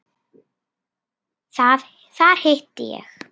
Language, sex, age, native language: Icelandic, female, 10, Icelandic